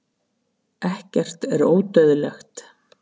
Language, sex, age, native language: Icelandic, female, 50-59, Icelandic